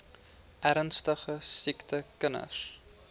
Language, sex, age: Afrikaans, male, 20